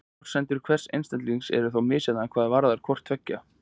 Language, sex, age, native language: Icelandic, male, 20-29, Icelandic